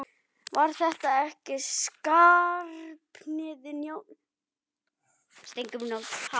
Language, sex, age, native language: Icelandic, other, 11, Icelandic